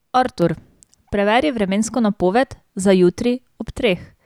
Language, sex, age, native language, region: Slovenian, female, 18-29, Slovenian, Drava region